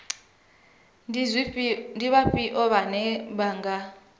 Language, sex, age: Venda, female, 23